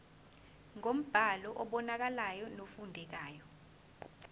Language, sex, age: Zulu, female, 20